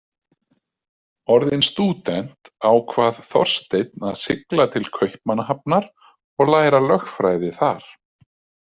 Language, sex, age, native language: Icelandic, male, 30-39, Icelandic